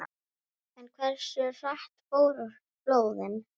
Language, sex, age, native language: Icelandic, female, 9, Icelandic